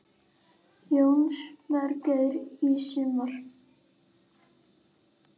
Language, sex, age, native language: Icelandic, female, 8, Icelandic